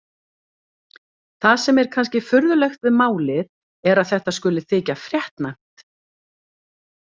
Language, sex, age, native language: Icelandic, female, 40-49, Icelandic